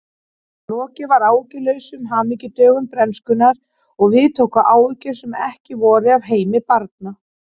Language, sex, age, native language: Icelandic, female, 30-39, Icelandic